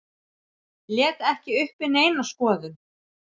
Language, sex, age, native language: Icelandic, male, 7, Icelandic